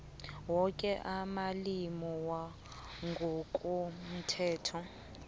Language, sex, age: South Ndebele, female, 22